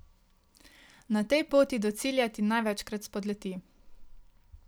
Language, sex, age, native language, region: Slovenian, female, 18-29, Slovenian, Savinja region